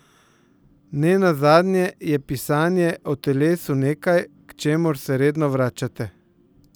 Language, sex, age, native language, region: Slovenian, male, 50-59, Slovenian, Central Slovenia